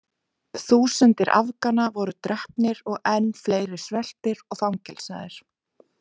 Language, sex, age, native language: Icelandic, female, 20-29, Icelandic